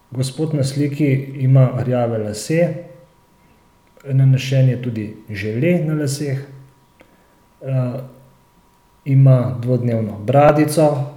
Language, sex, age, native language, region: Slovenian, male, 30-49, Slovenian, Central Slovenia